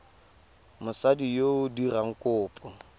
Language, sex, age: Tswana, male, 19